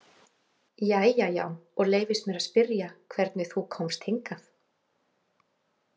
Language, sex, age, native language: Icelandic, female, 40-49, Icelandic